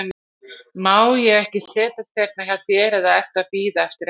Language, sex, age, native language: Icelandic, female, 60-69, Icelandic